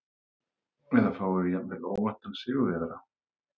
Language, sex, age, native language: Icelandic, male, 30-39, Icelandic